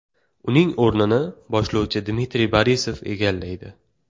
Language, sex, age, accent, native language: Uzbek, male, 18-24, Toshkent viloyati, Uzbek